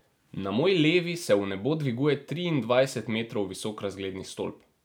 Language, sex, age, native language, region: Slovenian, male, 18-29, Slovenian, Drava region